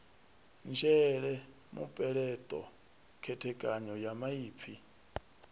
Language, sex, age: Venda, male, 39